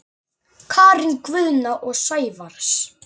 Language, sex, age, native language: Icelandic, male, 9, Icelandic